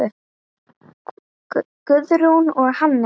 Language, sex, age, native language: Icelandic, female, 9, Icelandic